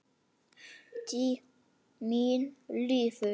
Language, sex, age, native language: Icelandic, male, 9, Icelandic